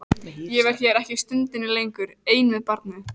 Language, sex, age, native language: Icelandic, female, 14, Icelandic